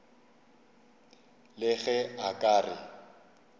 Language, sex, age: Northern Sotho, male, 35